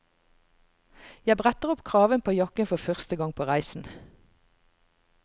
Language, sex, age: Norwegian, female, 45